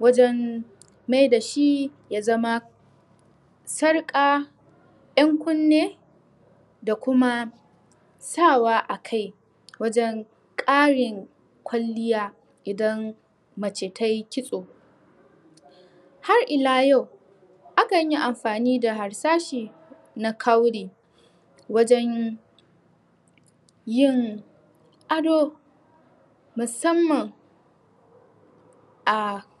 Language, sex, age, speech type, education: Hausa, female, 15-29, spontaneous, tertiary